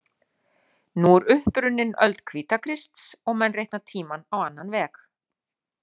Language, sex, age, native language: Icelandic, female, 40-49, Icelandic